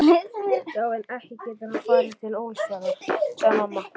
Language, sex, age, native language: Icelandic, male, 11, Icelandic